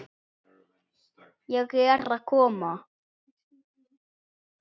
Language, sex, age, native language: Icelandic, male, 7, Icelandic